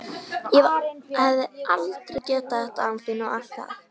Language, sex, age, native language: Icelandic, female, 13, Icelandic